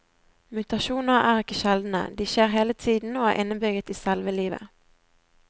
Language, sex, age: Norwegian, female, 20